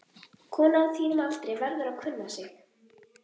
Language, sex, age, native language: Icelandic, female, 11, Icelandic